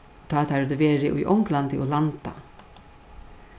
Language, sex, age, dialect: Faroese, female, 61+, Suðurstreymoy